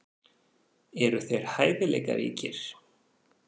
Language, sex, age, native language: Icelandic, male, 40-49, Faroese